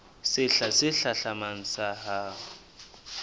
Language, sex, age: Southern Sotho, male, 20